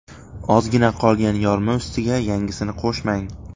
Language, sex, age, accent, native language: Uzbek, male, 18-24, Xorazm, Uzbek